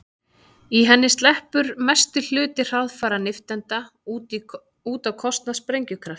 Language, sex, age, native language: Icelandic, female, 30-39, Icelandic